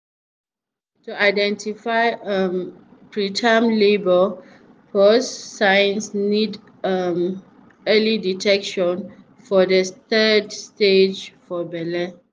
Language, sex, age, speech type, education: Nigerian Pidgin, female, 30-45, spontaneous, tertiary